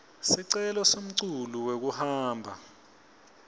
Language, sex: Swati, male